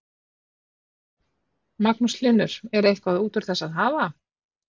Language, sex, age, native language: Icelandic, female, 40-49, Icelandic